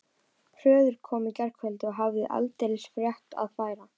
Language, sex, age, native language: Icelandic, female, 12, Icelandic